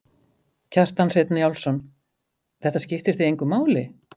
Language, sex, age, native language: Icelandic, female, 50-59, Icelandic